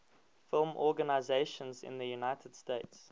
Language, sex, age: English, male, 19